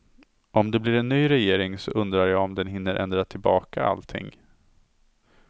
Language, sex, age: Swedish, male, 27